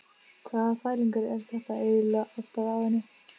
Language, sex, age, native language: Icelandic, female, 15, Icelandic